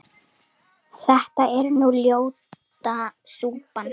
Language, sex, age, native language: Icelandic, female, 10, Icelandic